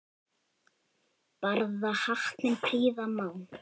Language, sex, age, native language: Icelandic, female, 8, Icelandic